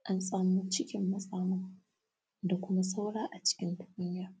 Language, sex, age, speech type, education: Hausa, female, 15-29, spontaneous, tertiary